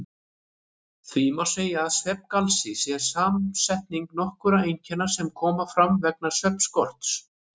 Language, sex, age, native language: Icelandic, male, 30-39, Icelandic